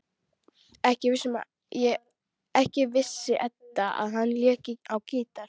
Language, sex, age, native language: Icelandic, female, 12, Icelandic